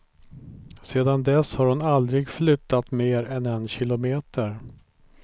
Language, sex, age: Swedish, male, 43